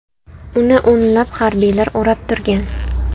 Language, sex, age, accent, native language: Uzbek, female, 19-29, Toshkent viloyati, Uzbek